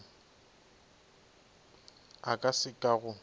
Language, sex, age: Northern Sotho, male, 24